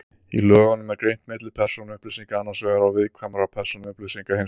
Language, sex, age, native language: Icelandic, male, 30-39, Icelandic